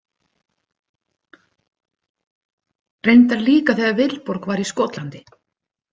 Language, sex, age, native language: Icelandic, female, 50-59, Icelandic